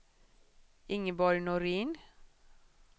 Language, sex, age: Swedish, female, 40